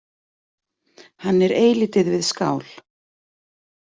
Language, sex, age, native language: Icelandic, female, 40-49, Icelandic